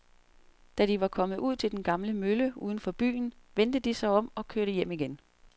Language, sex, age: Danish, female, 47